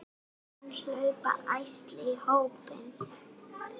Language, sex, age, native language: Icelandic, female, 6, Icelandic